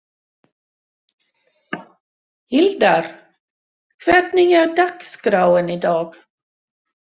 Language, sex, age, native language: Icelandic, female, 60-69, Swedish